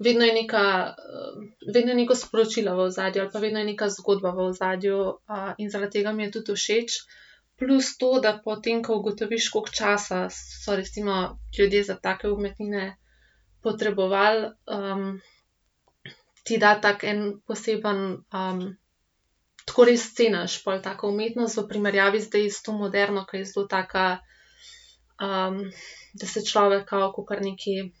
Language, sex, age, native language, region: Slovenian, female, 18-29, Slovenian, Central Slovenia